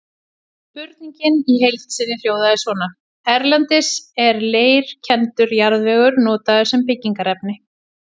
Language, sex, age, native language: Icelandic, female, 40-49, Icelandic